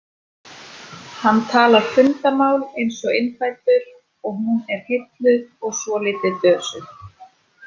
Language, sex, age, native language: Icelandic, female, 30-39, Icelandic